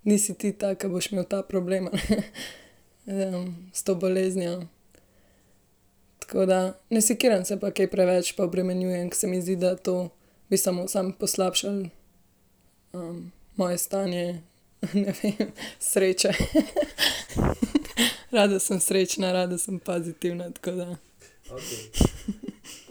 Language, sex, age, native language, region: Slovenian, female, 18-29, Slovenian, Central Slovenia